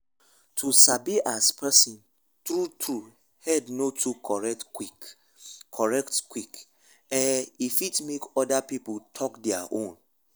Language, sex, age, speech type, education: Nigerian Pidgin, male, 15-29, spontaneous, tertiary